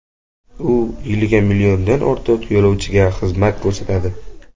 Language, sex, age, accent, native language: Uzbek, male, under 19, Jizzax, Uzbek